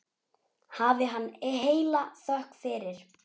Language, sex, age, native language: Icelandic, male, 9, Icelandic